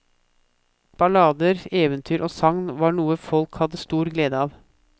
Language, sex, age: Norwegian, male, 24